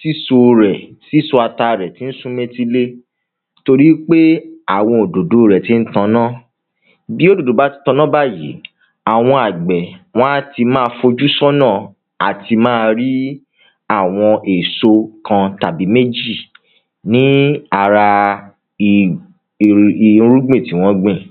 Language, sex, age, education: Yoruba, male, 15-29, tertiary